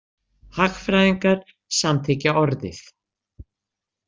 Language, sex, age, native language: Icelandic, female, 60-69, Icelandic